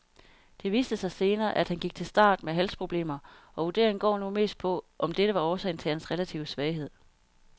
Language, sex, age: Danish, female, 32